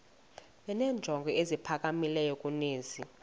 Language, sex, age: Xhosa, female, 20